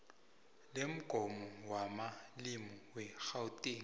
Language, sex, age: South Ndebele, male, 20